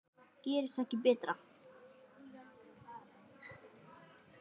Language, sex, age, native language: Icelandic, female, 10, Icelandic